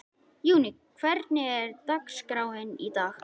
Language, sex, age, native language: Icelandic, male, 11, Icelandic